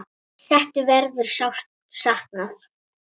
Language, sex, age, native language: Icelandic, female, 10, Icelandic